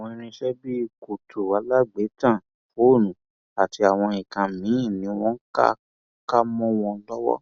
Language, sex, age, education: Yoruba, male, 15-29, tertiary